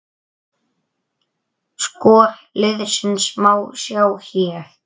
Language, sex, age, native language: Icelandic, male, 9, Icelandic